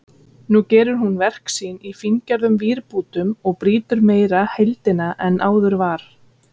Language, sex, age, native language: Icelandic, female, 30-39, Icelandic